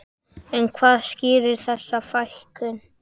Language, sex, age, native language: Icelandic, male, 10, Icelandic